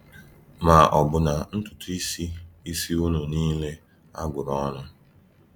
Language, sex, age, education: Igbo, male, 15-29, tertiary